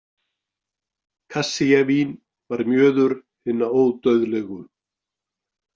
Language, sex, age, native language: Icelandic, male, 40-49, Icelandic